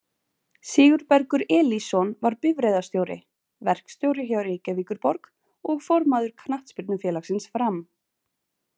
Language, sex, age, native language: Icelandic, female, 20-29, Icelandic